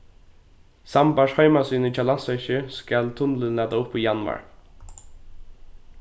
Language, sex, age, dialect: Faroese, male, 15-35, Norðuroyggjar